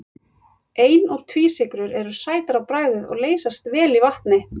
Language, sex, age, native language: Icelandic, female, 40-49, Icelandic